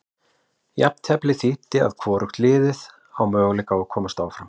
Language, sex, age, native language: Icelandic, male, 40-49, Icelandic